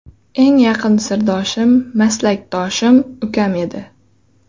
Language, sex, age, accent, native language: Uzbek, female, 18-24, Xorazm, Uzbek